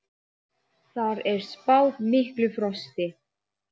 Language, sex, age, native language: Icelandic, female, 8, Icelandic